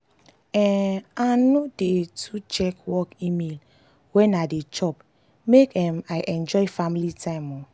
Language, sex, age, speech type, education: Nigerian Pidgin, female, 15-29, spontaneous, tertiary